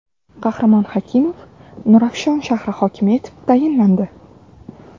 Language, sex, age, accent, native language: Uzbek, female, 18-24, Navoiy, Uzbek